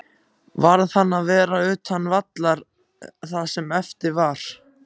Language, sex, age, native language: Icelandic, other, 14, Icelandic